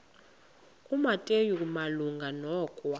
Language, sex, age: Xhosa, female, 20